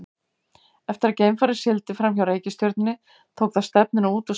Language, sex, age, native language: Icelandic, female, 50-59, Icelandic